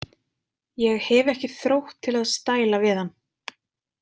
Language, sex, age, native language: Icelandic, female, 20-29, Icelandic